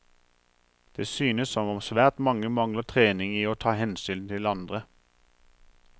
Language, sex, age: Norwegian, male, 43